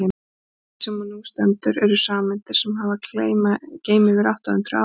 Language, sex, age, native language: Icelandic, female, 40-49, Icelandic